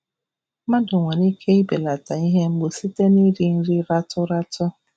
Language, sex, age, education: Igbo, female, 46-60, tertiary